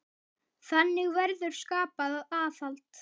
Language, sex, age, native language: Icelandic, male, 10, Icelandic